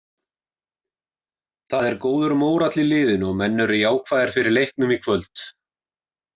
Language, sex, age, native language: Icelandic, male, 20-29, Icelandic